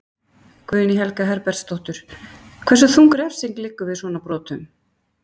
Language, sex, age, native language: Icelandic, female, 50-59, Icelandic